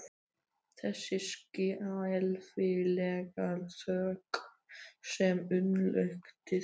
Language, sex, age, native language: Icelandic, male, 12, Icelandic